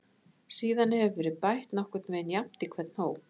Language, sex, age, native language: Icelandic, female, 60-69, Icelandic